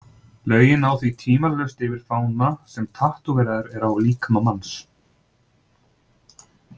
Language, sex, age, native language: Icelandic, male, 30-39, Icelandic